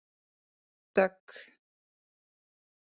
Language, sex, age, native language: Icelandic, female, 20-29, Icelandic